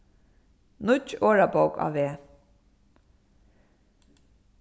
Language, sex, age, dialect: Faroese, female, 15-35, Suðurstreymoy